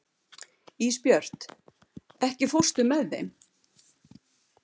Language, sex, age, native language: Icelandic, female, 70-79, Icelandic